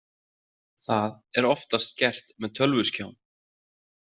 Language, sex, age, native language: Icelandic, male, 30-39, Icelandic